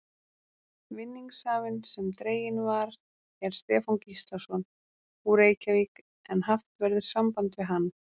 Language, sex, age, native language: Icelandic, female, 30-39, Icelandic